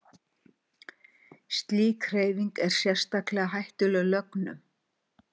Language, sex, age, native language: Icelandic, female, 60-69, Icelandic